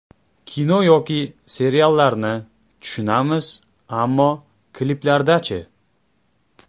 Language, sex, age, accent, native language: Uzbek, male, 25-34, Jizzax, Uzbek